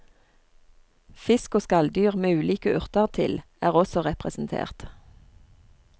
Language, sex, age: Norwegian, female, 39